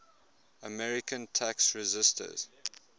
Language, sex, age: English, male, 21